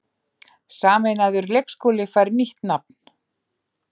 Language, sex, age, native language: Icelandic, female, 40-49, Icelandic